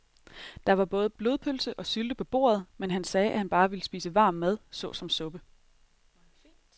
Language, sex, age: Danish, female, 30